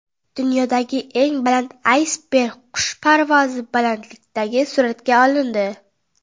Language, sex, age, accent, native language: Uzbek, female, under 19, Qoraqalpog'iston, Karakalpak